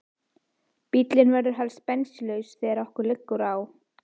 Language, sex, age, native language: Icelandic, female, 18-19, Icelandic